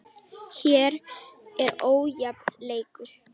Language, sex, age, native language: Icelandic, female, 10, Icelandic